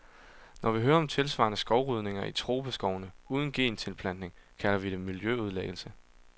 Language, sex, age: Danish, male, 22